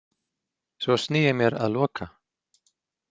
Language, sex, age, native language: Icelandic, male, 40-49, Icelandic